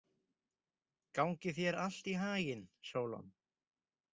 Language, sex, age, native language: Icelandic, male, 20-29, Icelandic